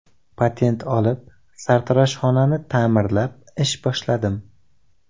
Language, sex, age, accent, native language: Uzbek, male, 18-24, Samarqand, Uzbek